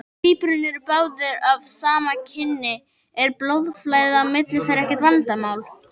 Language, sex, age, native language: Icelandic, male, 18-19, Icelandic